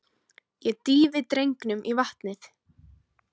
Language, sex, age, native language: Icelandic, female, 20-29, Icelandic